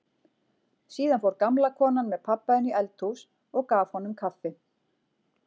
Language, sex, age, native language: Icelandic, female, 40-49, Icelandic